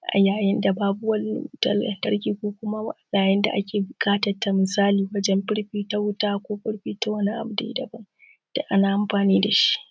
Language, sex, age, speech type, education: Hausa, female, 15-29, spontaneous, secondary